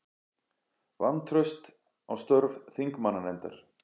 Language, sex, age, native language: Icelandic, male, 40-49, Icelandic